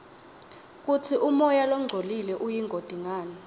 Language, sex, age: Swati, female, 21